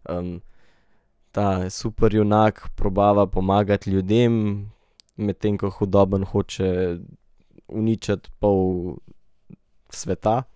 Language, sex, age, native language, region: Slovenian, male, 18-29, Slovenian, Central Slovenia